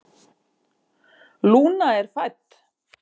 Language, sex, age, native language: Icelandic, female, 50-59, Icelandic